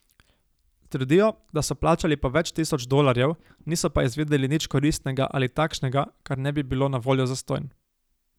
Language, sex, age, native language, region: Slovenian, male, 18-29, Slovenian, Savinja region